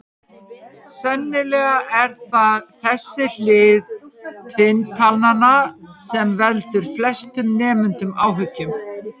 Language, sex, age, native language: Icelandic, female, 50-59, Icelandic